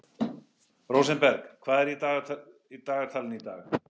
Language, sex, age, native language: Icelandic, male, 18-19, English